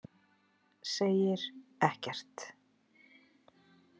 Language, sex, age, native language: Icelandic, female, 40-49, Icelandic